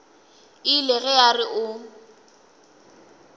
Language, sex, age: Northern Sotho, female, 20